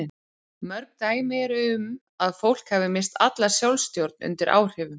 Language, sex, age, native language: Icelandic, female, 30-39, Icelandic